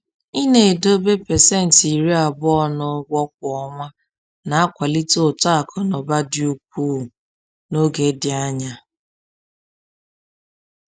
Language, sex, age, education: Igbo, female, 30-45, tertiary